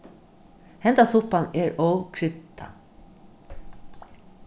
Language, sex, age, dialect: Faroese, female, 36-60, Norðurstreymoy/Eysturoy